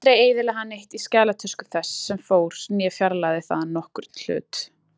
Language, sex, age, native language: Icelandic, female, 20-29, Icelandic